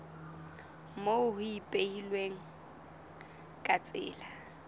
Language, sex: Southern Sotho, female